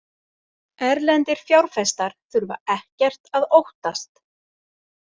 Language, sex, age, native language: Icelandic, female, 40-49, Icelandic